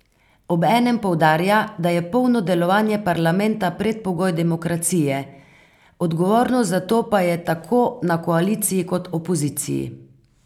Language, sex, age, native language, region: Slovenian, female, 50-59, Slovenian, Carinthia region